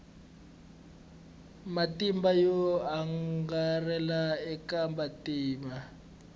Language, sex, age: Tsonga, male, 20